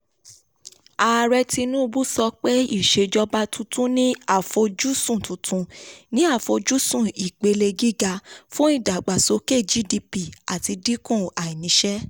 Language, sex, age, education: Yoruba, female, 15-29, tertiary